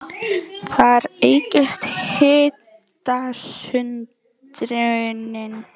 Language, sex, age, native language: Icelandic, female, 18-19, Icelandic